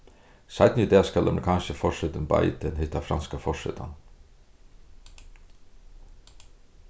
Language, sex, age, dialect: Faroese, male, 36-60, Suðurstreymoy